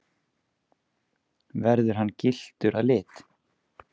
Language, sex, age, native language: Icelandic, male, 20-29, Icelandic